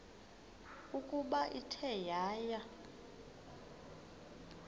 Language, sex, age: Xhosa, female, 23